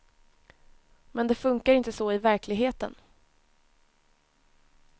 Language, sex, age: Swedish, female, 20